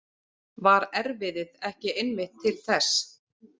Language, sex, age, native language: Icelandic, female, 40-49, Icelandic